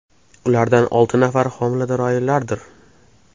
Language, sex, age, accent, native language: Uzbek, male, 18-24, Toshkent shahri, Uzbek